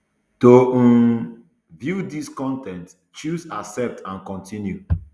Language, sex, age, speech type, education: Nigerian Pidgin, male, 30-45, spontaneous, tertiary